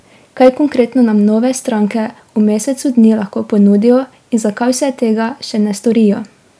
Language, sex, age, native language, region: Slovenian, female, 18-29, Slovenian, Drava region